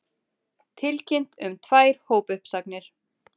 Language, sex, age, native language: Icelandic, female, 30-39, Icelandic